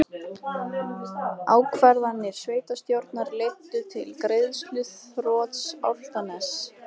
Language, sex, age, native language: Icelandic, female, 20-29, Icelandic